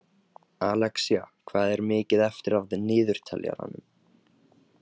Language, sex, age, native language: Icelandic, male, 18-19, Icelandic